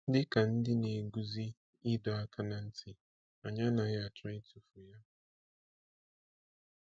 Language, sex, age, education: Igbo, male, 15-29, tertiary